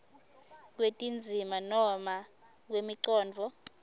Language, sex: Swati, female